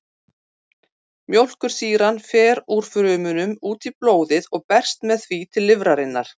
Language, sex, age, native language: Icelandic, female, 40-49, Icelandic